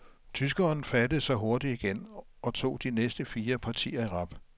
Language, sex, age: Danish, male, 57